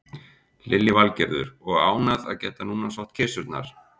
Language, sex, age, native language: Icelandic, male, 40-49, Icelandic